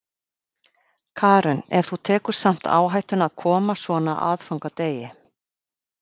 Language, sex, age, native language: Icelandic, female, 50-59, Icelandic